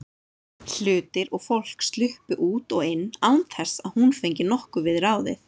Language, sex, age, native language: Icelandic, female, 30-39, Icelandic